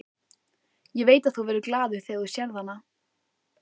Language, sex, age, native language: Icelandic, female, 14, Icelandic